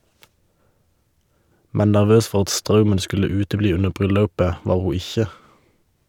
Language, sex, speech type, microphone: Norwegian, male, read, Shure